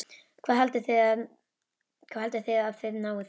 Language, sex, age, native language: Icelandic, female, 12, Icelandic